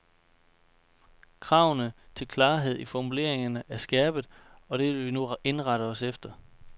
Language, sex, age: Danish, male, 29